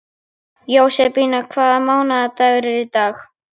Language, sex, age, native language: Icelandic, male, 11, Icelandic